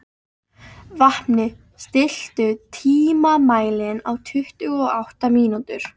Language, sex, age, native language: Icelandic, female, 13, Icelandic